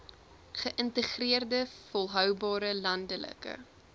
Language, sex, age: Afrikaans, female, 20